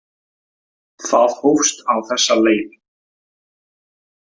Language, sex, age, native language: Icelandic, male, 18-19, Icelandic